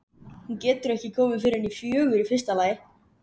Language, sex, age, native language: Icelandic, male, 11, Icelandic